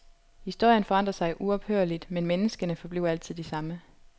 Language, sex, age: Danish, female, 25